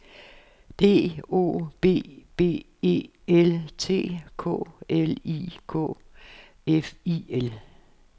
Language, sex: Danish, female